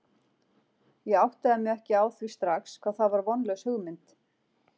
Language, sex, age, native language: Icelandic, female, 40-49, Icelandic